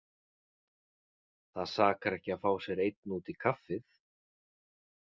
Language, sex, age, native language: Icelandic, male, 40-49, Icelandic